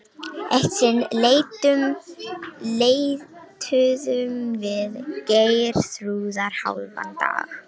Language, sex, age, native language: Icelandic, female, 18-19, Romanian